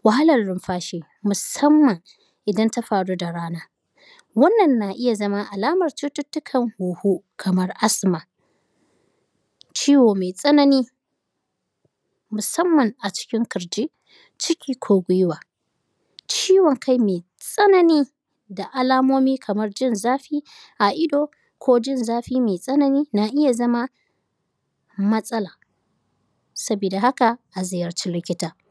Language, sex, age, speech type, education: Hausa, female, 15-29, spontaneous, tertiary